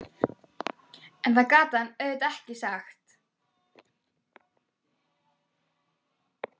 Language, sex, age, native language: Icelandic, female, 12, Icelandic